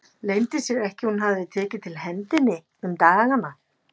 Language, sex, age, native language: Icelandic, female, 50-59, Icelandic